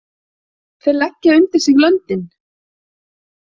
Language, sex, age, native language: Icelandic, female, 30-39, Icelandic